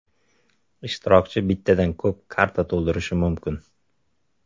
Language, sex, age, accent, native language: Uzbek, male, 19-29, Samarqand, Uzbek